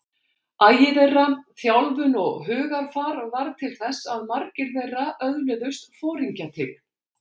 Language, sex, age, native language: Icelandic, female, 60-69, Icelandic